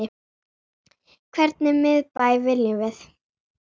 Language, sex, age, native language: Icelandic, female, 9, Icelandic